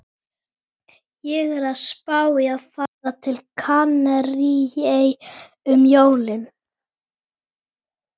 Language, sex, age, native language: Icelandic, female, 18-19, Icelandic